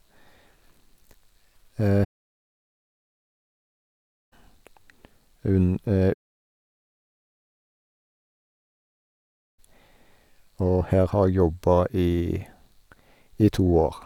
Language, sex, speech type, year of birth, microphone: Norwegian, male, spontaneous, 1972, Sennheiser